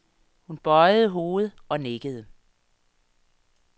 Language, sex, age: Danish, female, 58